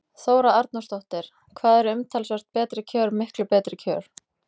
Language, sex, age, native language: Icelandic, female, 20-29, Icelandic